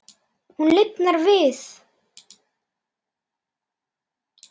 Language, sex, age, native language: Icelandic, male, 8, Icelandic